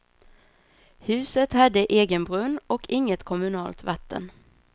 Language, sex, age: Swedish, female, 26